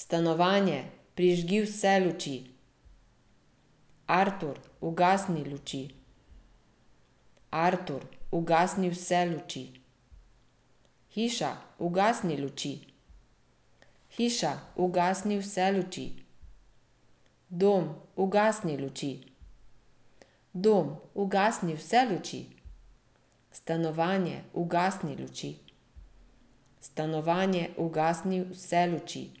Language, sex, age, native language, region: Slovenian, female, 50-59, Slovenian, Central Slovenia